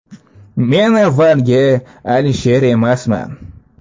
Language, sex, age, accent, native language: Uzbek, male, 18-24, Andijon, Uzbek